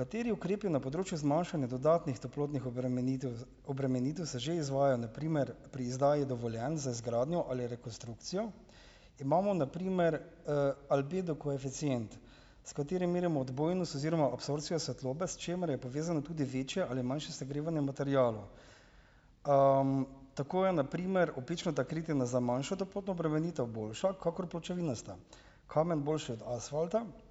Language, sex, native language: Slovenian, male, Slovenian